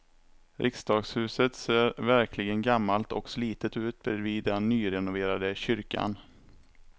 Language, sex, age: Swedish, male, 27